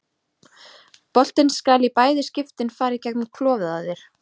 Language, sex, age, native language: Icelandic, female, 30-39, Icelandic